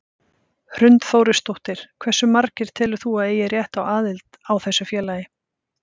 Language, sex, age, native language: Icelandic, female, 50-59, Icelandic